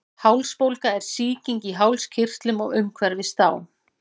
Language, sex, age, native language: Icelandic, female, 40-49, Icelandic